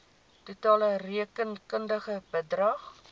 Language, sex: Afrikaans, female